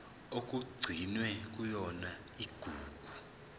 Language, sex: Zulu, male